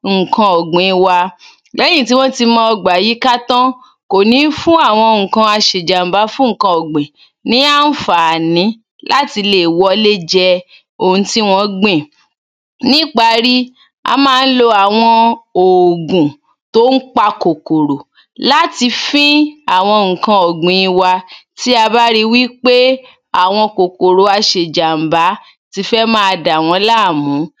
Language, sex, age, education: Yoruba, female, 30-45, tertiary